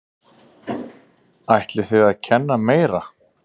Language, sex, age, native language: Icelandic, male, 30-39, Icelandic